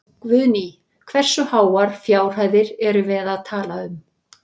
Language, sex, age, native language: Icelandic, female, 60-69, Icelandic